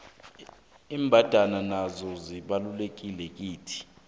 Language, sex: South Ndebele, male